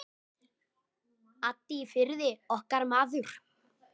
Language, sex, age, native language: Icelandic, male, 9, Icelandic